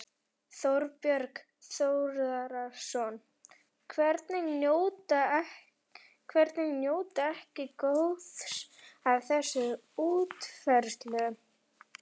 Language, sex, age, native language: Icelandic, female, 11, Icelandic